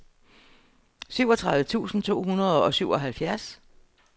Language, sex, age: Danish, female, 60